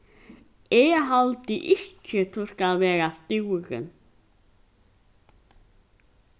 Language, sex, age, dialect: Faroese, female, 15-35, Norðurstreymoy/Eysturoy